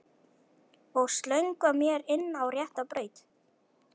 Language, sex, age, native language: Icelandic, male, 11, Icelandic